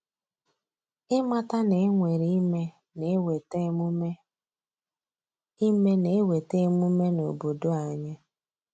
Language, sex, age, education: Igbo, female, 30-45, tertiary